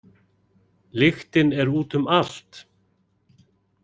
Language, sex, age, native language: Icelandic, male, 40-49, Icelandic